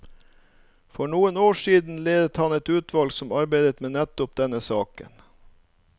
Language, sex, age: Norwegian, male, 39